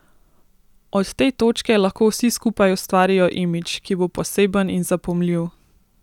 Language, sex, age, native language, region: Slovenian, female, 18-29, Slovenian, Central Slovenia